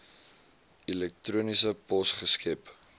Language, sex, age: Afrikaans, male, 20